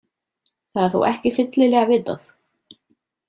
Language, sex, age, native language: Icelandic, female, 30-39, Icelandic